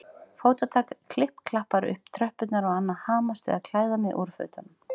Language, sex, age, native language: Icelandic, female, 40-49, Icelandic